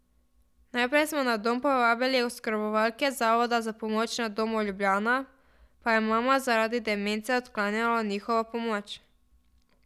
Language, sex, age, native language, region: Slovenian, female, 12-17, Slovenian, Drava region